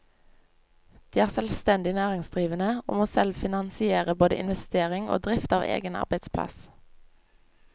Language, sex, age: Norwegian, female, 25